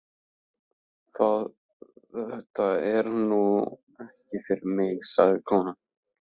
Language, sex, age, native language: Icelandic, male, 15, Icelandic